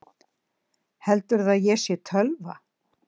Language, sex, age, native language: Icelandic, female, 60-69, Icelandic